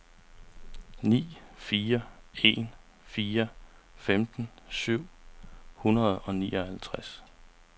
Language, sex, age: Danish, male, 35